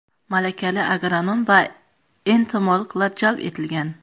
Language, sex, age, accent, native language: Uzbek, female, 35+, Qoraqalpog'iston, Karakalpak